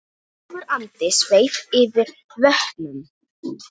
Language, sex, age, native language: Icelandic, female, 9, Icelandic